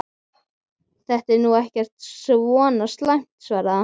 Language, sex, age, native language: Icelandic, female, 12, Icelandic